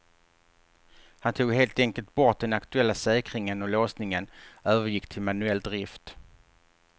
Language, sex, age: Swedish, male, 48